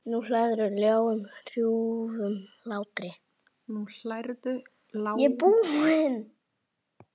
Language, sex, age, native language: Icelandic, male, 8, Icelandic